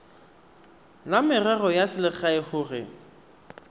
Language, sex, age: Tswana, male, 23